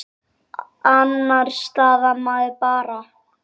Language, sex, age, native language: Icelandic, male, 8, Icelandic